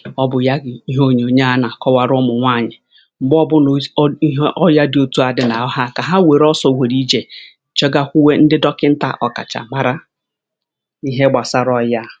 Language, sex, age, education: Igbo, female, 46-60, tertiary